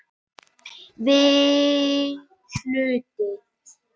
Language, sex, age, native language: Icelandic, female, 18-19, Icelandic